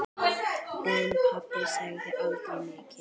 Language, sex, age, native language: Icelandic, female, 9, Icelandic